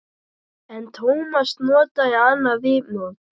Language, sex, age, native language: Icelandic, female, 9, Icelandic